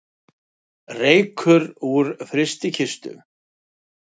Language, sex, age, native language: Icelandic, male, 60-69, Icelandic